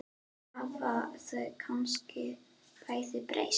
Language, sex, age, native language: Icelandic, female, 9, Icelandic